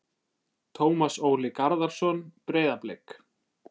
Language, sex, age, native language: Icelandic, male, 20-29, Icelandic